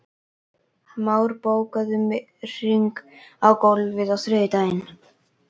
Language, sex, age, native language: Icelandic, female, 12, Icelandic